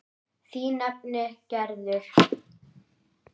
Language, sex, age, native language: Icelandic, male, 10, Icelandic